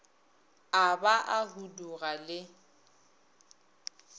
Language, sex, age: Northern Sotho, female, 22